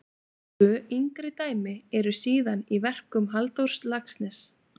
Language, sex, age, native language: Icelandic, female, 20-29, Icelandic